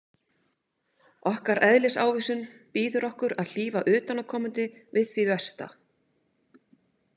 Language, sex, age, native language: Icelandic, female, 50-59, Icelandic